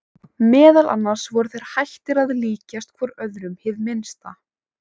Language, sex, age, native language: Icelandic, female, 18-19, Icelandic